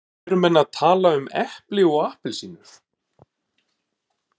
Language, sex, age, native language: Icelandic, male, 30-39, Icelandic